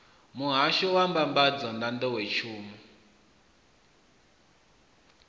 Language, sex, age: Venda, male, 21